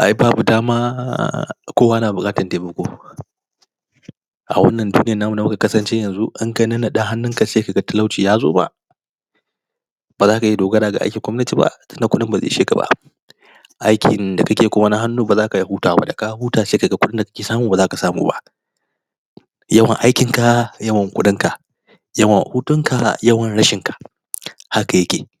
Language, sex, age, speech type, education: Hausa, male, 30-45, spontaneous, primary